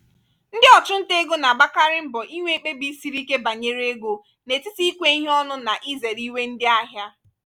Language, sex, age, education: Igbo, female, 15-29, tertiary